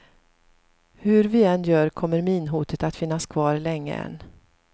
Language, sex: Swedish, female